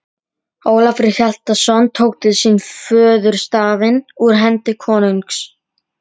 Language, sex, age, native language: Icelandic, female, 30-39, Polish